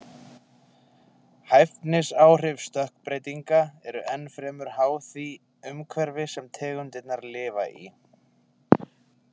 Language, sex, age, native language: Icelandic, male, 20-29, Icelandic